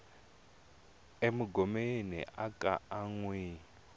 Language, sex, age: Tsonga, male, 22